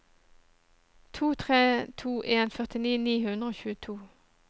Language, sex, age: Norwegian, female, 37